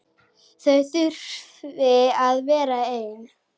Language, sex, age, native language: Icelandic, female, 6, Icelandic